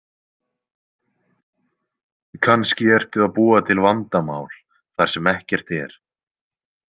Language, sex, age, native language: Icelandic, male, 20-29, Icelandic